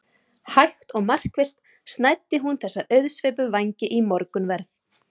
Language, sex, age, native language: Icelandic, female, 30-39, Icelandic